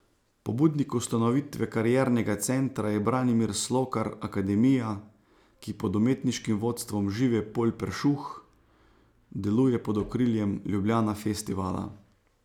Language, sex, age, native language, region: Slovenian, male, 30-49, Slovenian, Savinja region